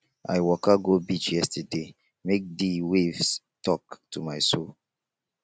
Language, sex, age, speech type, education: Nigerian Pidgin, male, 15-29, spontaneous, tertiary